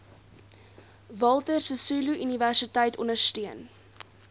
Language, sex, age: Afrikaans, female, 18